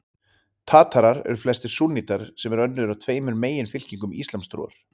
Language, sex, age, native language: Icelandic, male, 30-39, Icelandic